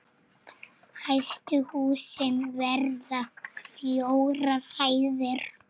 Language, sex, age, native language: Icelandic, female, 7, Icelandic